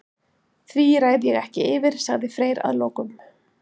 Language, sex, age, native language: Icelandic, female, 40-49, Icelandic